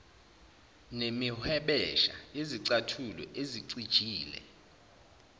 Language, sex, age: Zulu, male, 29